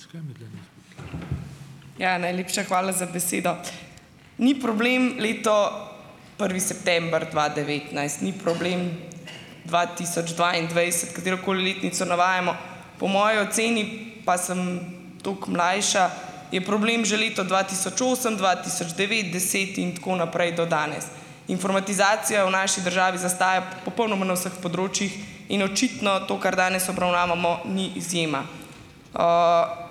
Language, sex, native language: Slovenian, female, Slovenian